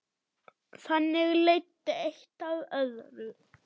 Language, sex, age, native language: Icelandic, male, 8, German